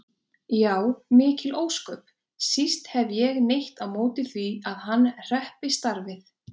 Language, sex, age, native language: Icelandic, female, 20-29, Icelandic